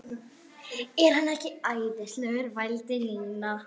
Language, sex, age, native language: Icelandic, female, 11, Icelandic